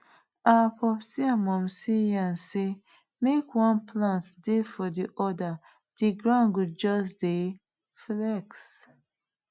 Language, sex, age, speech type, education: Nigerian Pidgin, female, 30-45, spontaneous, tertiary